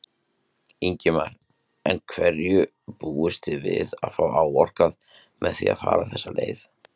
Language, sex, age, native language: Icelandic, male, 30-39, Icelandic